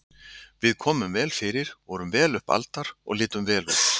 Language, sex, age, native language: Icelandic, male, 60-69, Icelandic